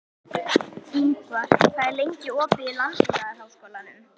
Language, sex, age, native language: Icelandic, female, 11, Icelandic